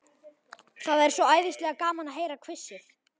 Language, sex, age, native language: Icelandic, male, 11, Icelandic